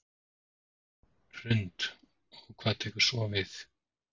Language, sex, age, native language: Icelandic, male, 40-49, Icelandic